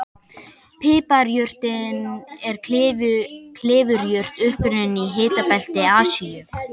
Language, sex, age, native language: Icelandic, male, 18-19, Icelandic